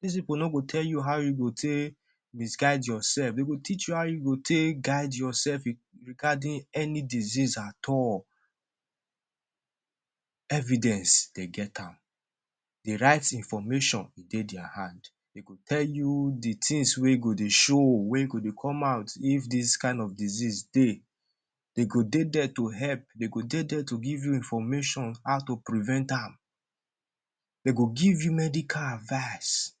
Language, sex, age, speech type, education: Nigerian Pidgin, male, 15-29, spontaneous, tertiary